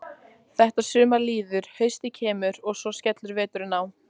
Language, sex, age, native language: Icelandic, female, 14, Icelandic